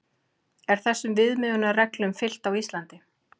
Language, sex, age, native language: Icelandic, female, 40-49, Icelandic